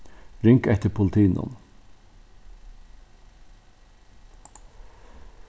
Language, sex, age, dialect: Faroese, male, 61+, Norðuroyggjar